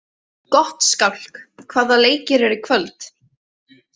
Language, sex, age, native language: Icelandic, female, 18-19, Icelandic